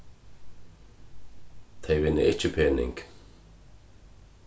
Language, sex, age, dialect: Faroese, male, 36-60, Suðurstreymoy